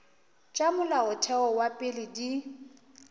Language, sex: Northern Sotho, female